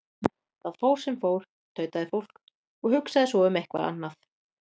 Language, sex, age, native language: Icelandic, female, 30-39, Icelandic